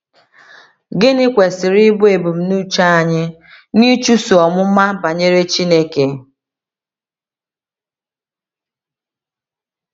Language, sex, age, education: Igbo, female, 30-45, tertiary